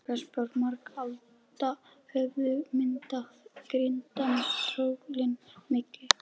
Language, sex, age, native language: Icelandic, female, 12, Icelandic